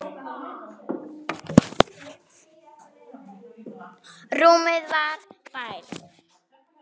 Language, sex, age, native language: Icelandic, female, 7, German